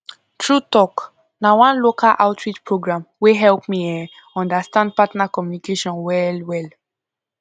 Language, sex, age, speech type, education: Nigerian Pidgin, female, 15-29, spontaneous, tertiary